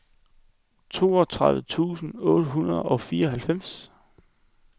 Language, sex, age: Danish, male, 21